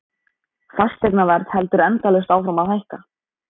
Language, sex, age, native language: Icelandic, male, 14, Icelandic